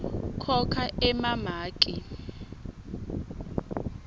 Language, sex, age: Swati, female, 20